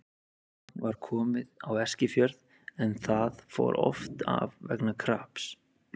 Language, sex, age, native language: Icelandic, male, 30-39, Icelandic